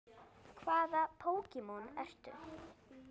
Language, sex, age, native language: Icelandic, female, 8, Icelandic